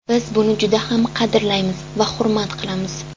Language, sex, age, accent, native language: Uzbek, female, 18-24, Andijon, Uzbek